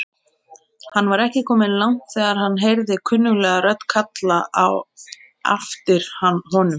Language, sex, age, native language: Icelandic, female, 30-39, Icelandic